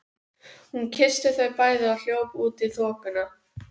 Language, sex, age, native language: Icelandic, female, 12, Icelandic